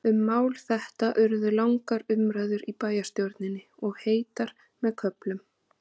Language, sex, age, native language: Icelandic, female, 30-39, Icelandic